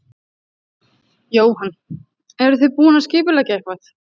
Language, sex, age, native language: Icelandic, female, 30-39, Icelandic